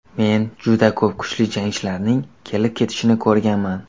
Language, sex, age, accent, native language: Uzbek, male, under 19, Xorazm, Uzbek